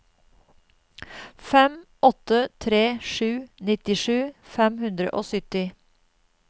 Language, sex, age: Norwegian, female, 52